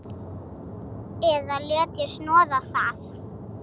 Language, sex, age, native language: Icelandic, female, 7, Icelandic